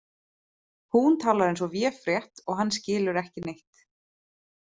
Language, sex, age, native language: Icelandic, female, 30-39, Icelandic